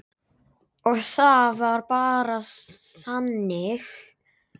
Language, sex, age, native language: Icelandic, male, 8, Icelandic